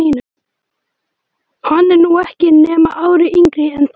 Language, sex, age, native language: Icelandic, male, 12, Icelandic